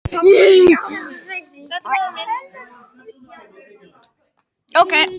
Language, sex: Icelandic, other